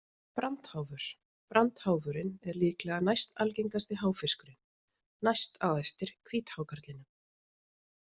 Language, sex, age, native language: Icelandic, female, 30-39, Icelandic